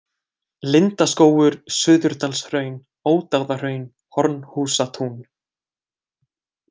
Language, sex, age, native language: Icelandic, male, 20-29, Icelandic